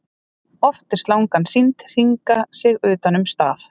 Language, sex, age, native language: Icelandic, female, 30-39, Icelandic